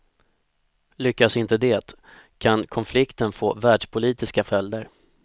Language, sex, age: Swedish, male, 25